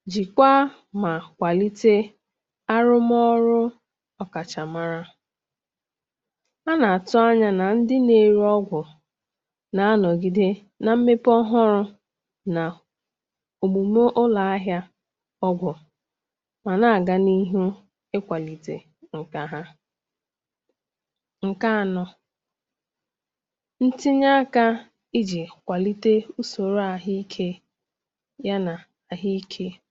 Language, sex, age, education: Igbo, female, 15-29, tertiary